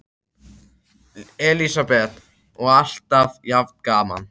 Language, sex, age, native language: Icelandic, other, 13, Icelandic